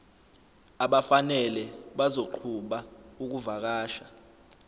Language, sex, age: Zulu, male, 25